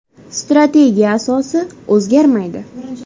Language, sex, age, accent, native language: Uzbek, female, 19-29, Farg'ona, Uzbek